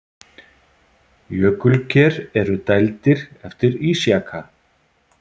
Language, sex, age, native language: Icelandic, male, 50-59, Icelandic